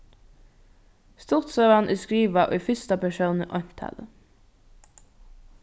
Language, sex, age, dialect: Faroese, female, 15-35, Norðurstreymoy/Eysturoy